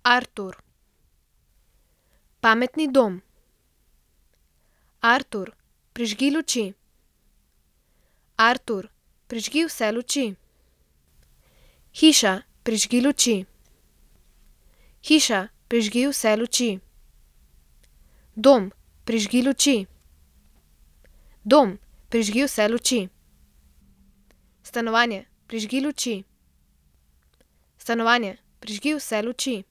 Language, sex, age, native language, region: Slovenian, female, 12-17, Slovenian, Central Slovenia